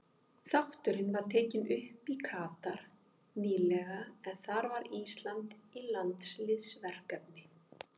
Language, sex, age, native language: Icelandic, female, 50-59, Icelandic